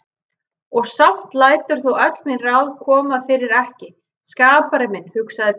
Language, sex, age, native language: Icelandic, female, 30-39, Icelandic